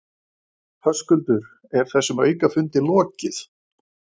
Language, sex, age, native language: Icelandic, male, 20-29, Icelandic